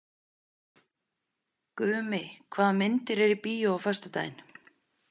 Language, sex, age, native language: Icelandic, female, 30-39, Icelandic